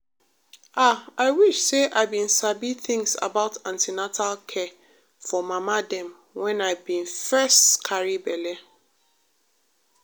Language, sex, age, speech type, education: Nigerian Pidgin, female, 30-45, spontaneous, tertiary